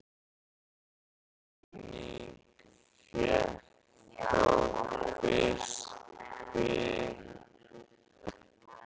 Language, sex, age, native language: Icelandic, male, 13, Icelandic